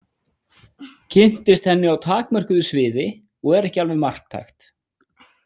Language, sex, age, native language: Icelandic, female, 18-19, Icelandic